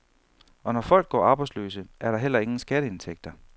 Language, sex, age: Danish, male, 31